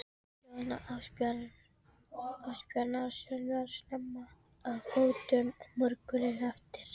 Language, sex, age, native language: Icelandic, female, 13, Filipino